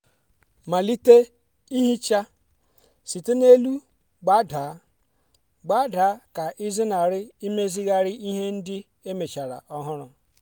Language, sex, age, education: Igbo, female, 30-45, tertiary